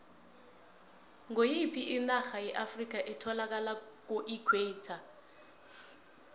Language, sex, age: South Ndebele, female, 20